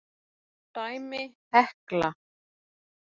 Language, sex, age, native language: Icelandic, female, 40-49, Icelandic